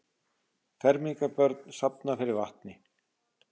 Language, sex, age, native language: Icelandic, male, 40-49, Icelandic